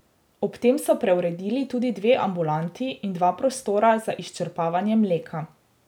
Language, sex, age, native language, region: Slovenian, female, 18-29, Slovenian, Drava region